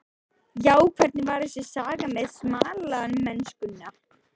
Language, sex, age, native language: Icelandic, female, 13, Icelandic